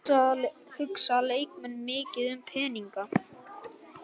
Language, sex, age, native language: Icelandic, male, 9, Icelandic